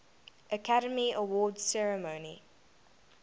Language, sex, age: English, female, 19